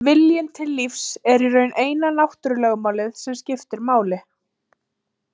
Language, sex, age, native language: Icelandic, female, 30-39, Icelandic